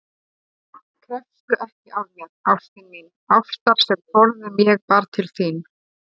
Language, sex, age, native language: Icelandic, female, 30-39, Icelandic